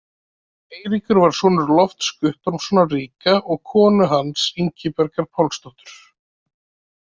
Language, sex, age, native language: Icelandic, male, 30-39, Icelandic